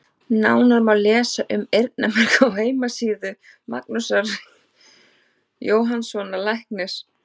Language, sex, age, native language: Icelandic, female, 30-39, Icelandic